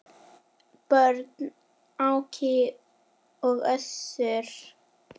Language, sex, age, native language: Icelandic, female, 10, Icelandic